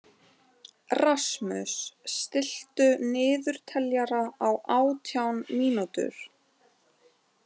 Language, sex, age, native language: Icelandic, other, 20-29, Icelandic